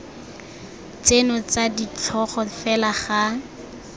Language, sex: Tswana, female